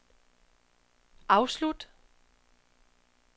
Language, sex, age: Danish, female, 31